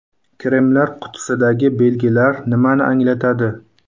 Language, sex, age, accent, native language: Uzbek, male, 19-29, Qashqadaryo, Uzbek